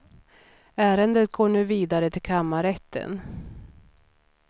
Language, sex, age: Swedish, female, 39